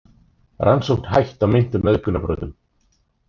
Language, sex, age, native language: Icelandic, male, 30-39, Icelandic